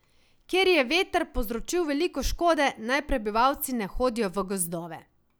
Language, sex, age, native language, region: Slovenian, female, 18-29, Slovenian, Savinja region